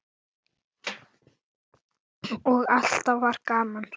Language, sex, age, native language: Icelandic, female, 9, Icelandic